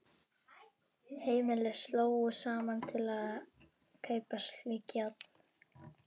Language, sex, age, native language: Icelandic, male, 12, Icelandic